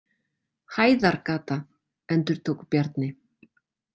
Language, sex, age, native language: Icelandic, female, 40-49, Icelandic